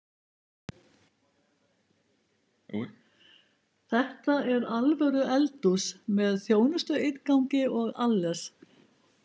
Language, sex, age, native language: Icelandic, male, 20-29, Icelandic